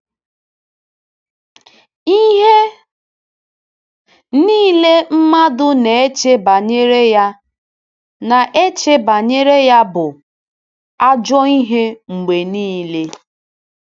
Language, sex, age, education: Igbo, female, 15-29, tertiary